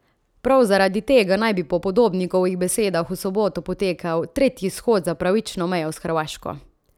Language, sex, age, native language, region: Slovenian, female, 30-49, Slovenian, Central Slovenia